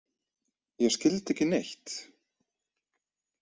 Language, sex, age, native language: Icelandic, male, 20-29, Icelandic